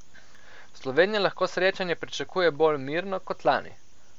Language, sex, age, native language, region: Slovenian, male, 18-29, Slovenian, Coastal Karst region